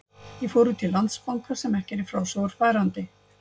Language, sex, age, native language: Icelandic, female, 50-59, Icelandic